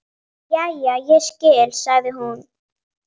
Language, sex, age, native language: Icelandic, female, 9, Icelandic